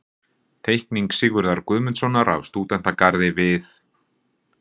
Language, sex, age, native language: Icelandic, male, 40-49, Icelandic